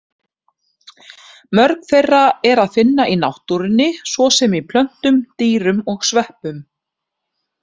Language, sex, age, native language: Icelandic, female, 30-39, Icelandic